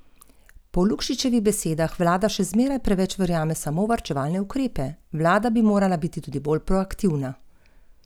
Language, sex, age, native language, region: Slovenian, male, 50-59, Slovenian, Gorenjska region